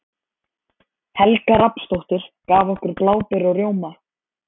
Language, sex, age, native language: Icelandic, male, 14, Icelandic